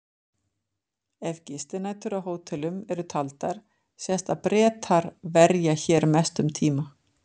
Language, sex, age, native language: Icelandic, female, 50-59, Icelandic